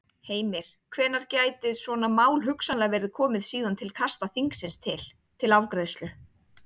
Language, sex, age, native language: Icelandic, female, 30-39, Icelandic